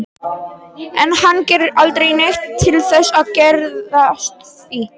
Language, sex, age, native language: Icelandic, male, 40-49, Polish